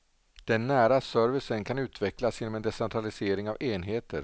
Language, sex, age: Swedish, male, 47